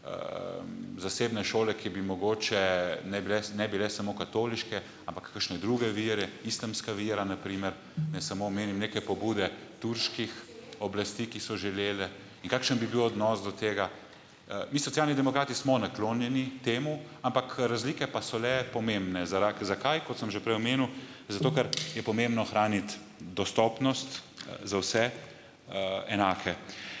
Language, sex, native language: Slovenian, male, Slovenian